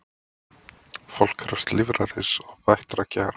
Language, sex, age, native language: Icelandic, male, 20-29, Icelandic